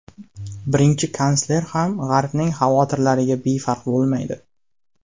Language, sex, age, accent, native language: Uzbek, male, 18-24, Namangan, Uzbek